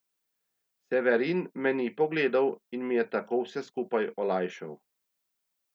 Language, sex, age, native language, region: Slovenian, male, 30-49, Slovenian, Central Slovenia